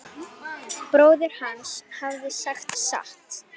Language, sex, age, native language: Icelandic, female, 9, Icelandic